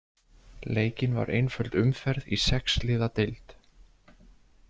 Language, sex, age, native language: Icelandic, male, 20-29, Icelandic